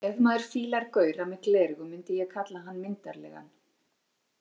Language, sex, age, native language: Icelandic, female, 40-49, Icelandic